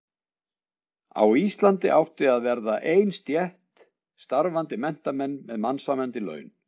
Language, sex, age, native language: Icelandic, male, 60-69, Icelandic